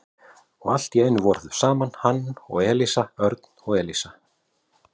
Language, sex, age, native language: Icelandic, male, 40-49, Icelandic